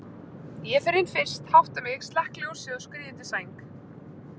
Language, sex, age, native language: Icelandic, female, 20-29, Icelandic